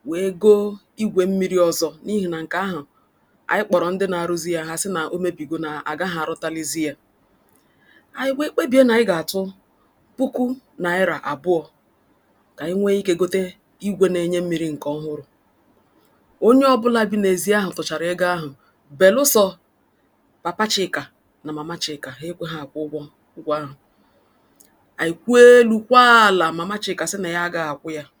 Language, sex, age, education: Igbo, female, 46-60, tertiary